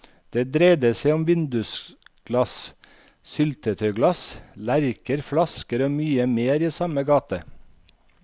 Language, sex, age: Norwegian, male, 51